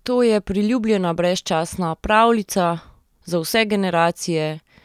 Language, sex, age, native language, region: Slovenian, female, 30-49, Slovenian, Central Slovenia